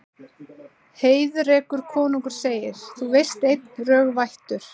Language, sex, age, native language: Icelandic, female, 30-39, Icelandic